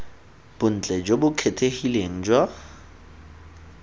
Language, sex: Tswana, male